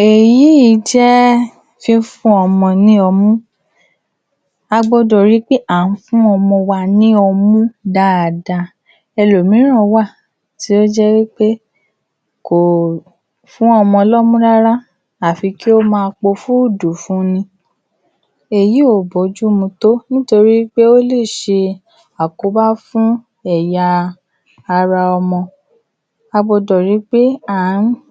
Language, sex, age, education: Yoruba, female, 46-60, tertiary